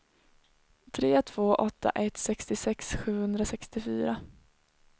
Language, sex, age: Swedish, female, 21